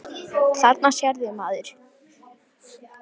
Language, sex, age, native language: Icelandic, male, 10, Icelandic